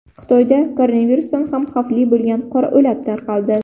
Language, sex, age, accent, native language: Uzbek, female, 18-24, Buxoro, Uzbek